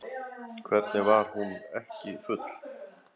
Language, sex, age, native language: Icelandic, female, 10, Icelandic